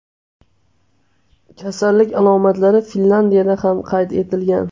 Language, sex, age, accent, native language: Uzbek, male, 18-24, Namangan, Uzbek